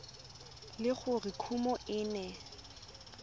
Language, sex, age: Tswana, female, 20